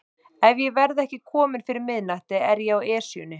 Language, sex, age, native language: Icelandic, male, 30-39, Icelandic